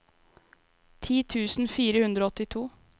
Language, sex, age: Norwegian, female, 23